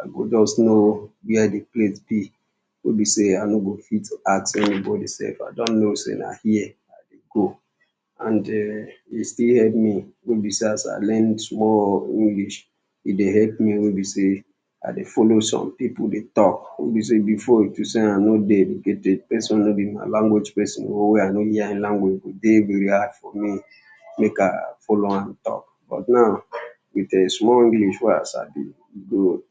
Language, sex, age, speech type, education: Nigerian Pidgin, male, 15-29, spontaneous, secondary